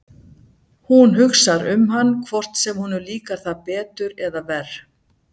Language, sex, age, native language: Icelandic, female, 60-69, Icelandic